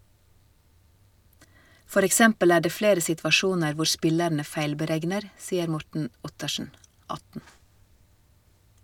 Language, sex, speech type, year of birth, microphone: Norwegian, female, read, 1970, Shure